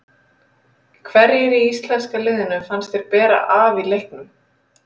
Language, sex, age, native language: Icelandic, female, 30-39, Icelandic